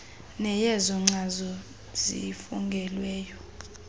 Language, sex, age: Xhosa, female, 24